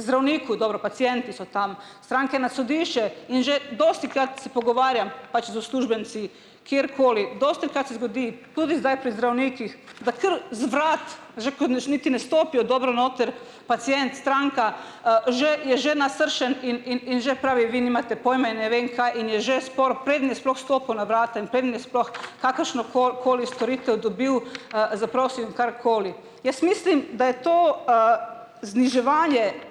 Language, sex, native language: Slovenian, female, Slovenian